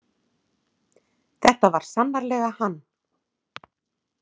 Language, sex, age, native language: Icelandic, female, 40-49, Icelandic